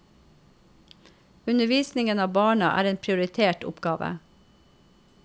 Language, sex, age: Norwegian, female, 45